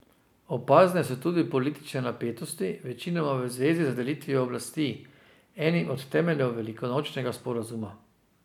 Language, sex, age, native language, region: Slovenian, male, 50-59, Slovenian, Drava region